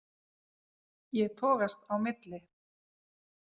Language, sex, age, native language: Icelandic, female, 40-49, Icelandic